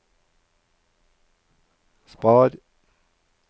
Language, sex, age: Norwegian, male, 53